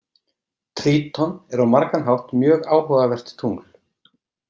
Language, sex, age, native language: Icelandic, male, 30-39, Icelandic